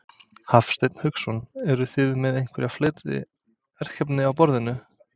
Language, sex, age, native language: Icelandic, male, 20-29, Serbo-Croatian